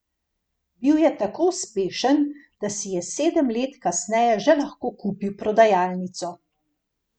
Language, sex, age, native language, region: Slovenian, female, 50-59, Slovenian, Gorenjska region